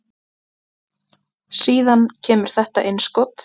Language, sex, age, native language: Icelandic, female, 20-29, Icelandic